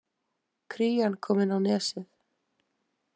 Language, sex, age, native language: Icelandic, female, 20-29, Icelandic